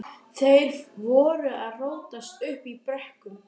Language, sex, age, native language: Icelandic, female, 12, Icelandic